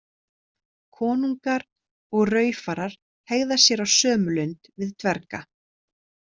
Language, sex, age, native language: Icelandic, female, 30-39, Icelandic